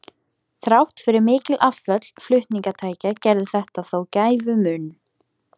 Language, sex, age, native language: Icelandic, female, 18-19, Icelandic